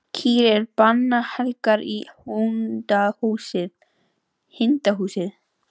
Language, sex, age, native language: Icelandic, female, 18-19, Icelandic